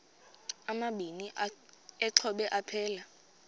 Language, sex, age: Xhosa, female, 23